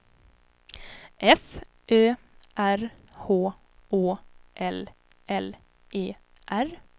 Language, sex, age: Swedish, female, 18